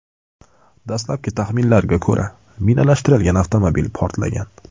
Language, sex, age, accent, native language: Uzbek, male, 18-24, Andijon, Uzbek